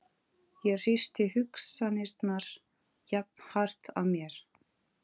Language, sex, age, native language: Icelandic, female, 30-39, Portuguese